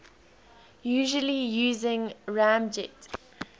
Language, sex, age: English, female, 20